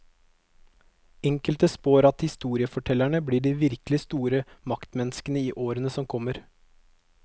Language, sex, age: Norwegian, male, 22